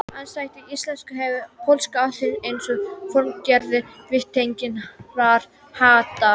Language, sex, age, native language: Icelandic, female, 18-19, Icelandic